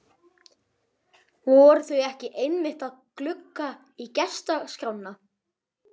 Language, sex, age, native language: Icelandic, male, 11, Icelandic